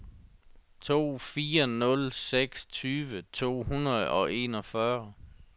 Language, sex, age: Danish, male, 37